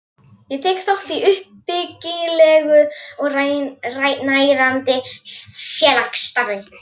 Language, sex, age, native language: Icelandic, female, 11, Icelandic